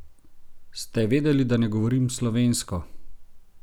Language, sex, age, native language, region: Slovenian, male, 30-49, Slovenian, Gorenjska region